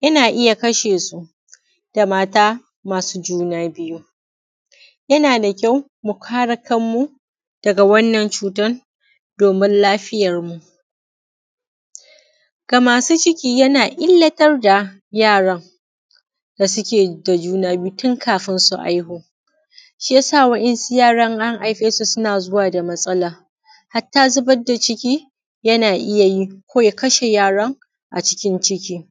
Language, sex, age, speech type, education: Hausa, female, 30-45, spontaneous, primary